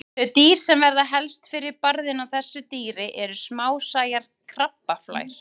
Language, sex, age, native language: Icelandic, female, 30-39, Icelandic